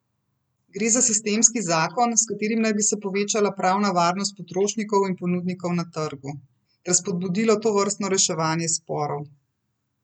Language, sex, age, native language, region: Slovenian, female, 30-49, Slovenian, Central Slovenia